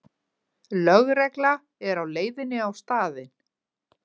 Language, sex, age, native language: Icelandic, female, 50-59, Icelandic